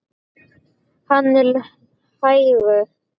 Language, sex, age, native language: Icelandic, male, 10, Icelandic